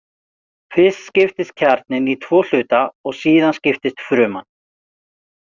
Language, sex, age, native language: Icelandic, male, 40-49, Icelandic